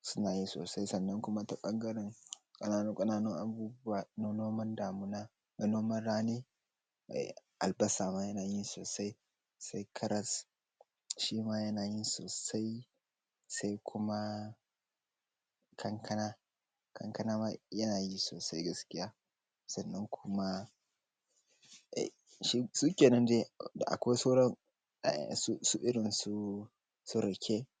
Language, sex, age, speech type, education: Hausa, male, 15-29, spontaneous, secondary